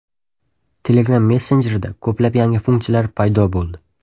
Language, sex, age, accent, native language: Uzbek, male, 12-17, Toshkent shahri, Uzbek